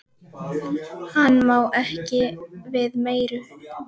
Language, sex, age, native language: Icelandic, female, 10, Icelandic